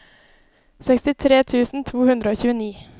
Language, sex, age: Norwegian, female, 20